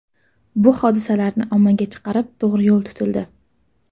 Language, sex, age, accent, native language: Uzbek, female, 12-17, Toshkent shahri, Uzbek